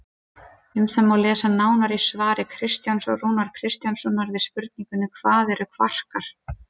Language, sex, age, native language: Icelandic, female, 30-39, Icelandic